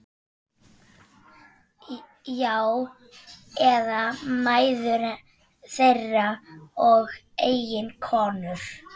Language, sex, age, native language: Icelandic, male, 14, Icelandic